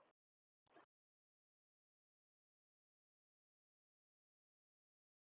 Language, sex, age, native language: Icelandic, male, 40-49, Icelandic